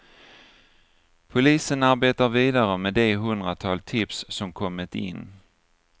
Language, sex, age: Swedish, male, 49